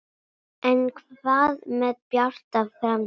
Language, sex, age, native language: Icelandic, female, 9, Icelandic